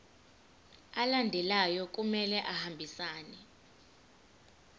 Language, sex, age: Zulu, female, 25